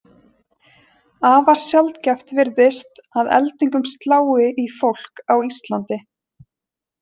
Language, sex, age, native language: Icelandic, female, 20-29, Icelandic